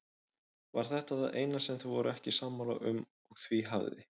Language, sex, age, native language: Icelandic, male, 20-29, Icelandic